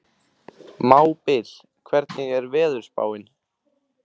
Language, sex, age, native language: Icelandic, male, 15, Icelandic